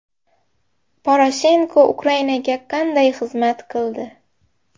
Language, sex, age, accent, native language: Uzbek, female, 18-24, Xorazm, Uzbek